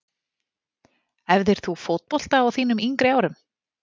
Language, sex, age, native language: Icelandic, female, 40-49, Icelandic